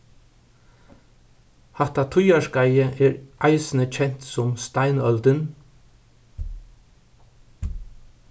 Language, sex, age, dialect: Faroese, male, 61+, Suðurstreymoy